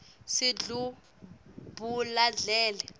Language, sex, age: Swati, female, 18